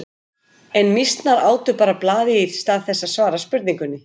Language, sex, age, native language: Icelandic, female, 50-59, Icelandic